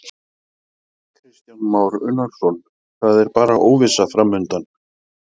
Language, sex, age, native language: Icelandic, male, 40-49, Icelandic